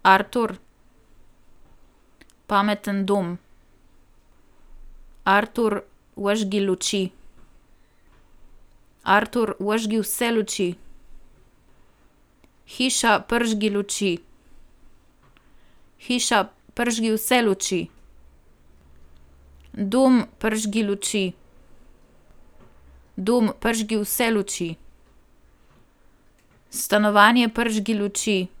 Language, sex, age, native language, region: Slovenian, female, 18-29, Slovenian, Primorsko-notranjska region